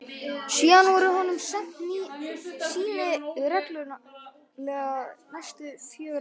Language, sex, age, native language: Icelandic, male, 11, Icelandic